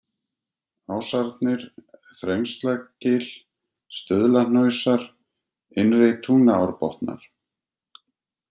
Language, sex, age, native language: Icelandic, male, 50-59, Icelandic